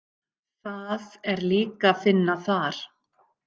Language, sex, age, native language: Icelandic, female, 50-59, Icelandic